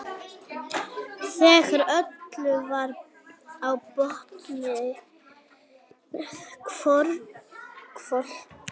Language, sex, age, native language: Icelandic, female, 18-19, Icelandic